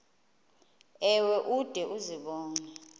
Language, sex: Xhosa, female